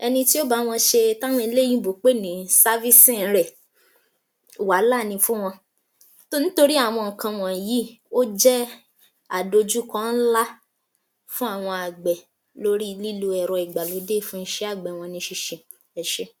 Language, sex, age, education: Yoruba, female, 46-60, tertiary